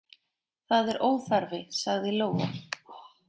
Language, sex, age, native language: Icelandic, female, 40-49, Icelandic